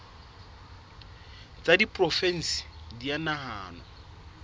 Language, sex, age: Southern Sotho, male, 26